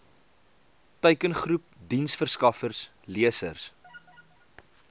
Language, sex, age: Afrikaans, male, 22